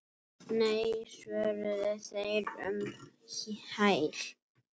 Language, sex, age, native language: Icelandic, female, 7, Icelandic